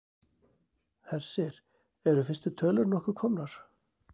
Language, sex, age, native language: Icelandic, male, 40-49, Icelandic